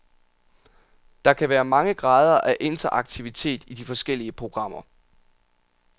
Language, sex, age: Danish, male, 27